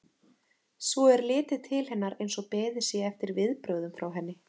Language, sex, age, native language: Icelandic, female, 30-39, Icelandic